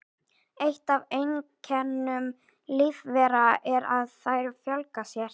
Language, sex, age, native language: Icelandic, female, 18-19, Icelandic